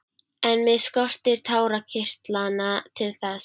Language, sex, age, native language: Icelandic, female, 12, Icelandic